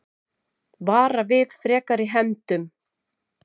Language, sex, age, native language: Icelandic, female, 40-49, Icelandic